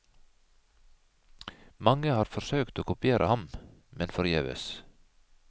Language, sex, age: Norwegian, male, 51